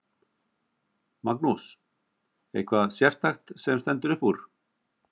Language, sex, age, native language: Icelandic, male, 50-59, Icelandic